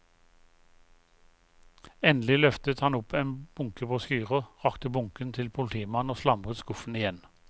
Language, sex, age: Norwegian, male, 51